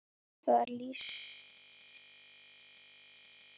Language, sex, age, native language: Icelandic, other, 12, Icelandic